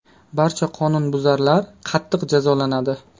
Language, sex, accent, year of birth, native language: Uzbek, male, Qashqadaryo, 2000, Uzbek